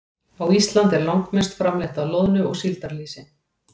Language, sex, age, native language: Icelandic, female, 40-49, Icelandic